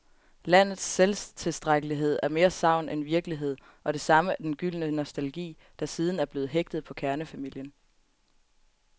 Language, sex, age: Danish, female, 20